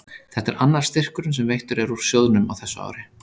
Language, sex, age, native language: Icelandic, male, 30-39, Icelandic